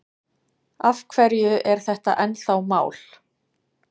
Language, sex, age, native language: Icelandic, female, 30-39, Icelandic